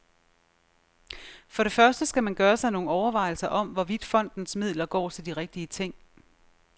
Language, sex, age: Danish, female, 36